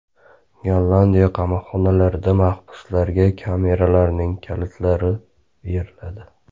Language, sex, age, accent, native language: Uzbek, male, 25-34, Namangan, Uzbek